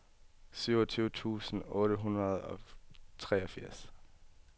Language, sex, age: Danish, male, 18